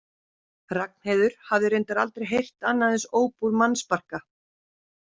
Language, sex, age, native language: Icelandic, female, 50-59, Icelandic